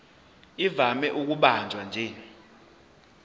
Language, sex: Zulu, male